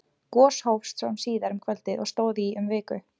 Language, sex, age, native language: Icelandic, female, 20-29, Icelandic